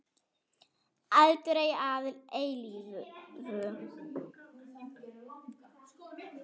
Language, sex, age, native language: Icelandic, female, 7, German